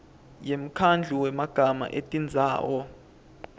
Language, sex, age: Swati, male, 20